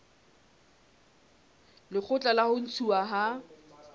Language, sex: Southern Sotho, male